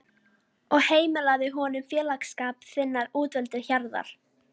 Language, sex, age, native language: Icelandic, female, 12, Icelandic